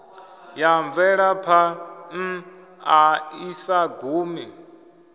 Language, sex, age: Venda, male, 25